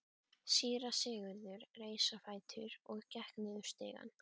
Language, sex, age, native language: Icelandic, female, 12, Icelandic